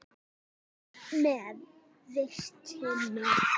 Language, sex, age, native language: Icelandic, female, 9, Icelandic